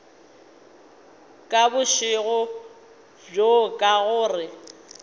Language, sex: Northern Sotho, female